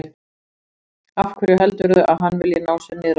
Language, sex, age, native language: Icelandic, female, 40-49, Icelandic